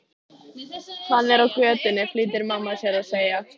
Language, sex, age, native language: Icelandic, female, 13, Icelandic